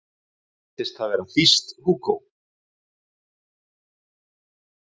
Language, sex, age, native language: Icelandic, male, 40-49, Icelandic